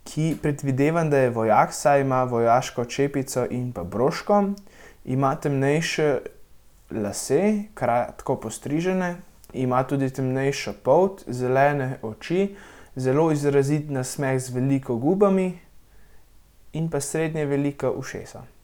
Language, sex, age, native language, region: Slovenian, male, 18-29, Slovenian, Central Slovenia